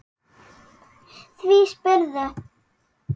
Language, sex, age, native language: Icelandic, female, 6, Icelandic